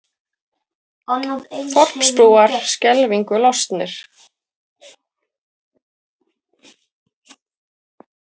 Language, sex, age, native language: Icelandic, female, 40-49, Icelandic